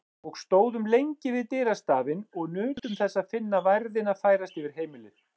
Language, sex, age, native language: Icelandic, male, 40-49, Icelandic